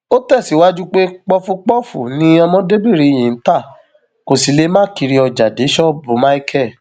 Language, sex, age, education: Yoruba, male, 15-29, tertiary